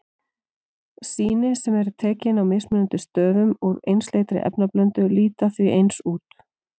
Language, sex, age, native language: Icelandic, female, 40-49, Icelandic